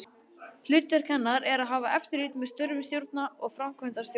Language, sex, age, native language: Icelandic, male, 40-49, Icelandic